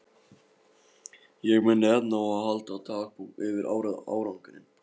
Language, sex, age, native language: Icelandic, male, 15, Polish